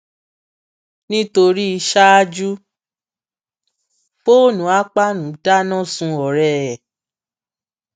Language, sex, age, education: Yoruba, female, 30-45, tertiary